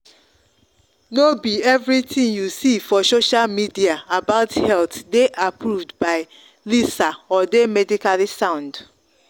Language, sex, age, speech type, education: Nigerian Pidgin, female, 30-45, spontaneous, tertiary